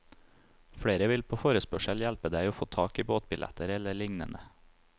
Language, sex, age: Norwegian, male, 30